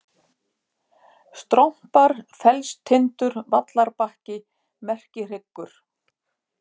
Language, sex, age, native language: Icelandic, female, 50-59, Icelandic